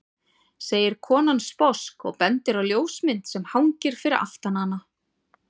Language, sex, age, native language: Icelandic, female, 40-49, Icelandic